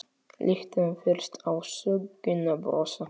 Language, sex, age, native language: Icelandic, male, 8, Polish